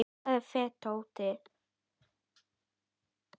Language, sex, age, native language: Icelandic, female, 10, Icelandic